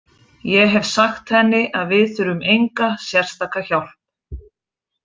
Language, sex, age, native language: Icelandic, female, 40-49, Icelandic